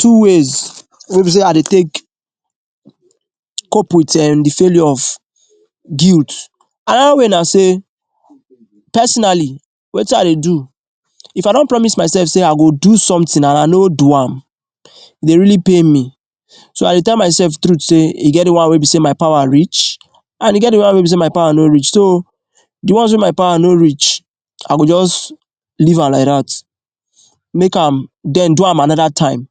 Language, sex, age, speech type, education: Nigerian Pidgin, male, 15-29, spontaneous, tertiary